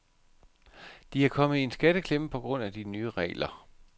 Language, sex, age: Danish, male, 51